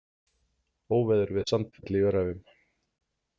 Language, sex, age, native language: Icelandic, male, 40-49, Icelandic